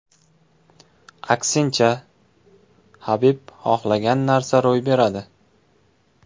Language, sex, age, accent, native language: Uzbek, male, 25-34, Samarqand, Uzbek